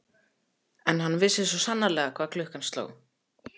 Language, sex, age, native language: Icelandic, male, 14, Icelandic